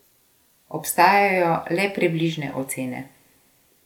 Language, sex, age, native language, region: Slovenian, female, 50-59, Slovenian, Gorenjska region